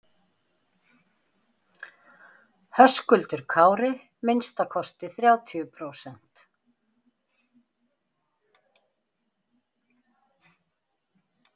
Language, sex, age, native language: Icelandic, female, 50-59, Icelandic